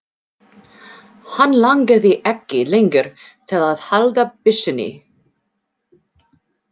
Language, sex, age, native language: Icelandic, female, 40-49, English